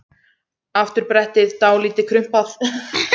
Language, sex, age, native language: Icelandic, female, 17, Icelandic